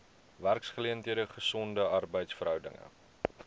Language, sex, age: Afrikaans, male, 23